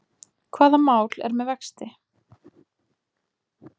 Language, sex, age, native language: Icelandic, female, 20-29, Icelandic